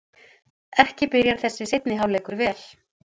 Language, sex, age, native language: Icelandic, female, 40-49, Icelandic